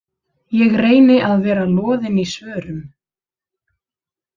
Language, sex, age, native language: Icelandic, female, 30-39, Icelandic